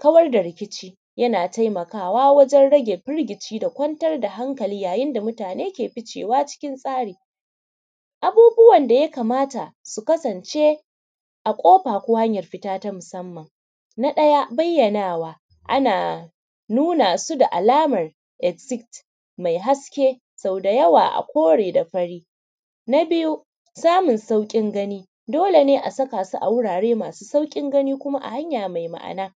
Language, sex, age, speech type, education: Hausa, female, 30-45, spontaneous, primary